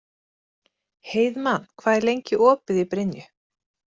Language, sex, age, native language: Icelandic, female, 30-39, Icelandic